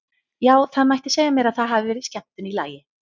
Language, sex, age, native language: Icelandic, female, 30-39, Icelandic